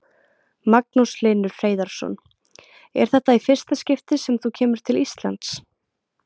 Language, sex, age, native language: Icelandic, female, 20-29, Icelandic